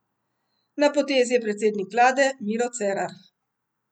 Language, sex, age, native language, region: Slovenian, female, 50-59, Slovenian, Central Slovenia